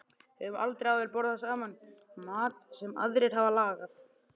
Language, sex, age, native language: Icelandic, male, 11, Icelandic